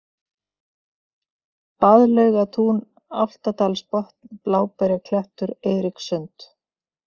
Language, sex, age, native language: Icelandic, female, 50-59, Icelandic